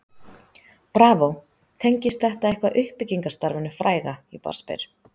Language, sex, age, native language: Icelandic, female, 30-39, Icelandic